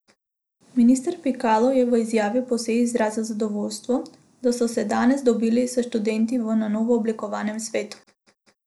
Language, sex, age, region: Slovenian, female, 18-29, Abroad